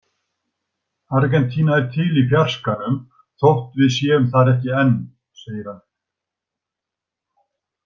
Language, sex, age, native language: Icelandic, male, 60-69, Icelandic